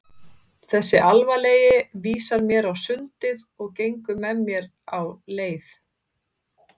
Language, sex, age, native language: Icelandic, female, 30-39, Icelandic